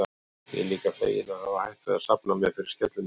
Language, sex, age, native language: Icelandic, male, 40-49, Icelandic